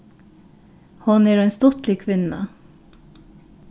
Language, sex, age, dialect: Faroese, female, 36-60, Norðurstreymoy/Eysturoy